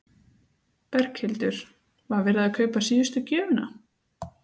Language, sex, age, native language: Icelandic, female, 30-39, Icelandic